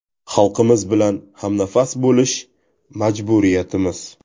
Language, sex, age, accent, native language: Uzbek, male, 18-24, Toshkent viloyati, Uzbek